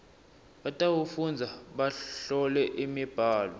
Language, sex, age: Swati, male, 19